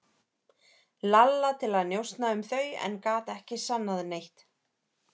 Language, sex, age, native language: Icelandic, female, 30-39, Icelandic